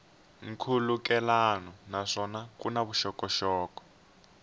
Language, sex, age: Tsonga, male, 18